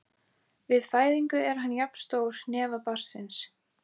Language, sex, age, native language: Icelandic, female, 14, Icelandic